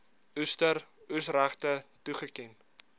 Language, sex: Afrikaans, male